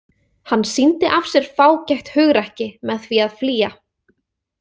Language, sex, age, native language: Icelandic, female, 20-29, Icelandic